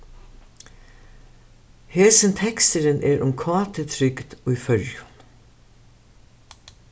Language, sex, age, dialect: Faroese, female, 61+, Suðurstreymoy